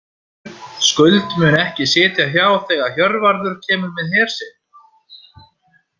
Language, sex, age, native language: Icelandic, male, 30-39, Icelandic